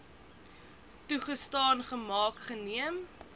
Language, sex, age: Afrikaans, female, 20